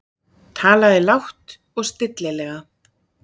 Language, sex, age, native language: Icelandic, female, 30-39, Icelandic